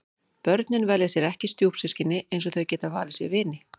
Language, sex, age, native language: Icelandic, female, 40-49, Icelandic